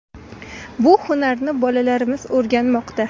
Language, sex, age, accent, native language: Uzbek, female, 18-24, Farg'ona, Uzbek